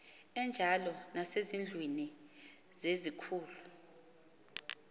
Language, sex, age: Xhosa, female, 38